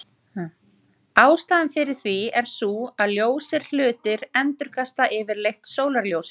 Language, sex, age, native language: Icelandic, female, 30-39, Icelandic